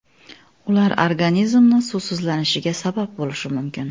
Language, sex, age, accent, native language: Uzbek, female, 25-34, Xorazm, Uzbek